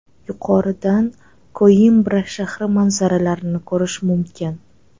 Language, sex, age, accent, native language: Uzbek, female, 18-24, Toshkent shahri, Uzbek